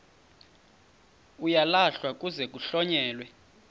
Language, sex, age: Xhosa, male, 31